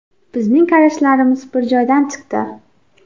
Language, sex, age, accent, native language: Uzbek, female, 18-24, Xorazm, Uzbek